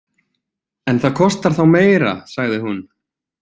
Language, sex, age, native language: Icelandic, male, 20-29, Icelandic